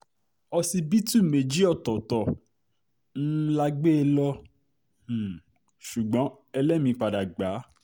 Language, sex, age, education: Yoruba, male, 30-45, tertiary